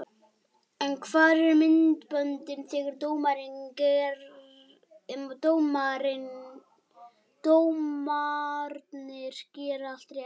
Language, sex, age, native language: Icelandic, male, 12, Icelandic